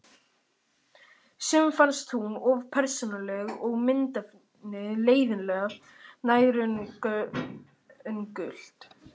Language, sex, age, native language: Icelandic, male, 18-19, Romanian